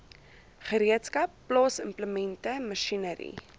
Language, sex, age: Afrikaans, female, 23